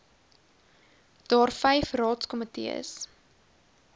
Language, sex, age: Afrikaans, female, 20